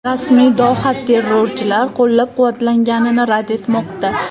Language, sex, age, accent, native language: Uzbek, female, 18-24, Farg'ona, Uzbek